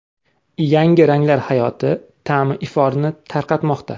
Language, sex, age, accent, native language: Uzbek, male, 25-34, Samarqand, Uzbek